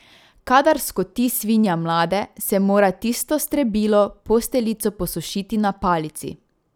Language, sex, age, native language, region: Slovenian, female, 18-29, Slovenian, Drava region